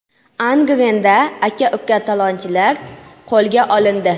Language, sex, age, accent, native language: Uzbek, female, 12-17, Qoraqalpog'iston, Karakalpak